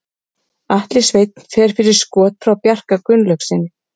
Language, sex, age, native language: Icelandic, female, 30-39, Icelandic